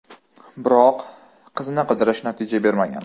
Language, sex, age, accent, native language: Uzbek, male, 18-24, Toshkent shahri, Uzbek